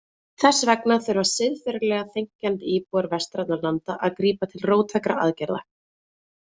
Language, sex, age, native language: Icelandic, female, 20-29, Icelandic